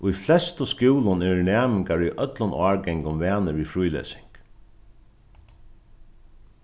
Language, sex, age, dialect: Faroese, male, 36-60, Norðurstreymoy/Eysturoy